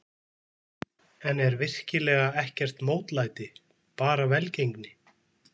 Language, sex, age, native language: Icelandic, male, 20-29, Icelandic